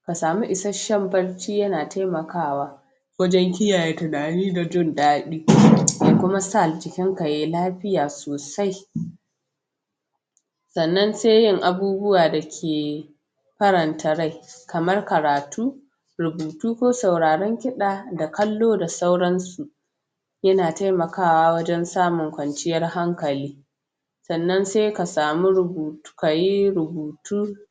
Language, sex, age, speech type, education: Hausa, female, 46-60, spontaneous, tertiary